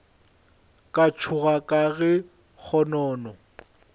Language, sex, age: Northern Sotho, male, 21